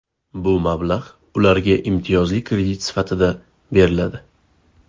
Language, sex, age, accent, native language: Uzbek, male, 18-24, Farg'ona, Uzbek